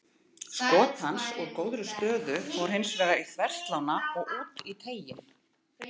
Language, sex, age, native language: Icelandic, female, 50-59, Icelandic